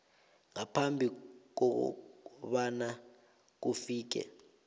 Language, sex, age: South Ndebele, male, 22